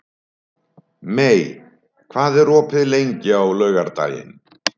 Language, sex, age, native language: Icelandic, male, 70-79, Icelandic